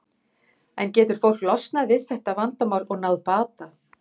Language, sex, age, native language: Icelandic, female, 50-59, Icelandic